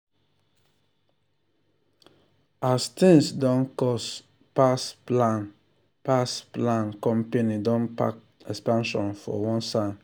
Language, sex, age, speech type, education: Nigerian Pidgin, male, 30-45, spontaneous, tertiary